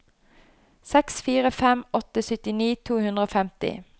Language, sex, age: Norwegian, female, 29